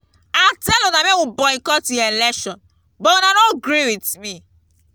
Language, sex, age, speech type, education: Nigerian Pidgin, female, 15-29, spontaneous, tertiary